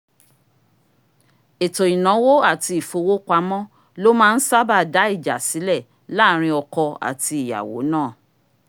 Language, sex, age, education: Yoruba, female, 46-60, tertiary